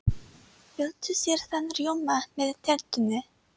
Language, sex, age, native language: Icelandic, female, 30-39, Icelandic